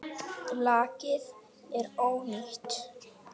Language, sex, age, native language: Icelandic, female, 8, Icelandic